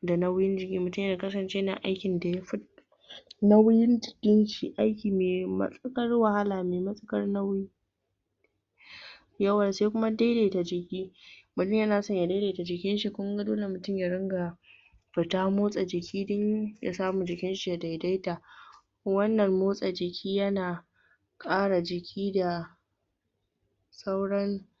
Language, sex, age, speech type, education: Hausa, female, 30-45, spontaneous, tertiary